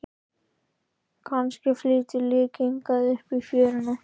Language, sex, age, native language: Icelandic, male, 13, Icelandic